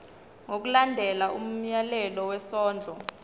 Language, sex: Zulu, female